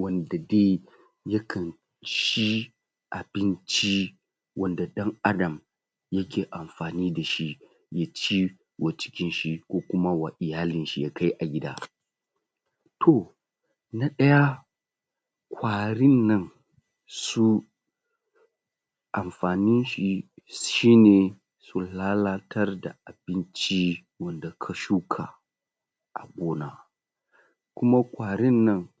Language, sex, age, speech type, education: Hausa, male, 30-45, spontaneous, tertiary